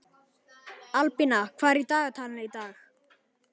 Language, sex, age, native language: Icelandic, male, 11, Icelandic